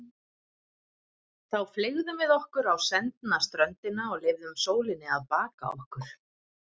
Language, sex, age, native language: Icelandic, female, 30-39, Icelandic